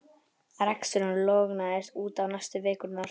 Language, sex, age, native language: Icelandic, male, 11, Icelandic